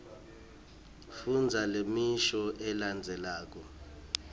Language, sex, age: Swati, male, 23